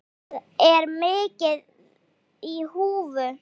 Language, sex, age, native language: Icelandic, female, 8, Icelandic